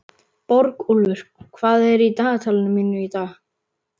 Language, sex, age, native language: Icelandic, male, 11, Icelandic